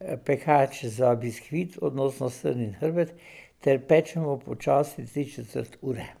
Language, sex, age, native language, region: Slovenian, male, 60+, Slovenian, Pomurje region